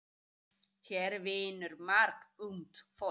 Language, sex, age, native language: Icelandic, female, 30-39, Icelandic